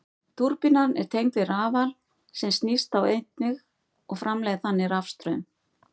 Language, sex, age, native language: Icelandic, female, 50-59, Icelandic